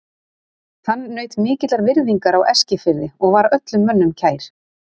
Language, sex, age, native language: Icelandic, female, 30-39, Icelandic